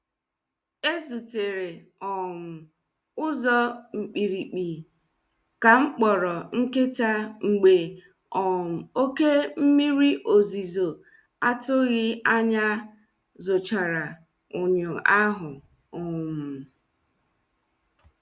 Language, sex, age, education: Igbo, female, 30-45, tertiary